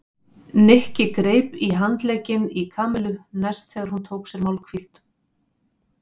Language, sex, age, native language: Icelandic, female, 50-59, Icelandic